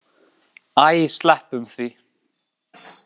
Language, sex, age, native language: Icelandic, male, 18-19, Icelandic